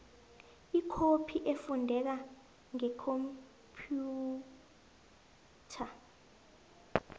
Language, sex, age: South Ndebele, female, 22